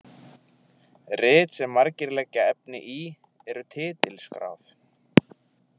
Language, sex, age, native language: Icelandic, male, 20-29, Icelandic